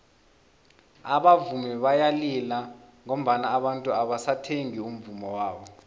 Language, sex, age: South Ndebele, male, 21